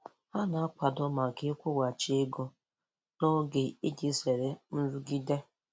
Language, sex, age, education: Igbo, female, 15-29, tertiary